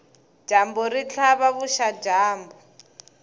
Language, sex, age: Tsonga, female, 20